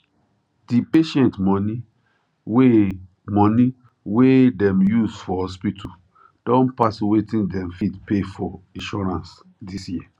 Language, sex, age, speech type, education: Nigerian Pidgin, male, 30-45, spontaneous, tertiary